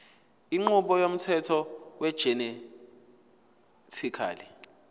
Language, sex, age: Zulu, male, 22